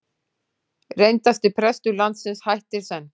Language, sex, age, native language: Icelandic, female, 40-49, Icelandic